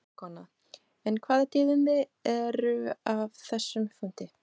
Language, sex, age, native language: Icelandic, female, 20-29, Portuguese